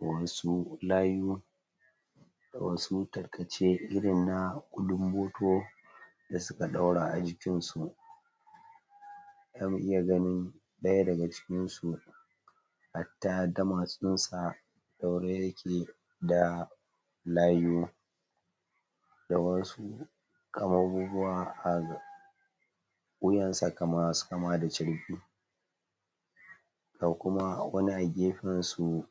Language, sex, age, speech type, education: Hausa, female, 15-29, spontaneous, tertiary